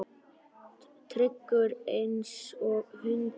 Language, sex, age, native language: Icelandic, male, 10, Icelandic